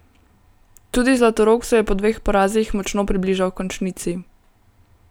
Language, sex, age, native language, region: Slovenian, female, 18-29, Slovenian, Gorenjska region